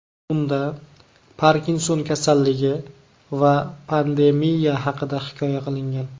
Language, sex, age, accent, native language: Uzbek, male, 19-29, Namangan, Uzbek